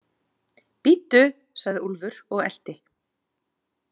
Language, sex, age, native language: Icelandic, female, 40-49, Icelandic